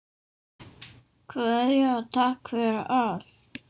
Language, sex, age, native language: Icelandic, male, 10, Danish